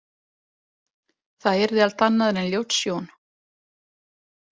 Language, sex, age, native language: Icelandic, female, 20-29, Italian